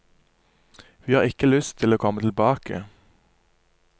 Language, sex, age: Norwegian, male, 27